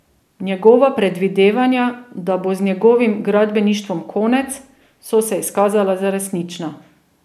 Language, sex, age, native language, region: Slovenian, female, 30-49, Slovenian, Drava region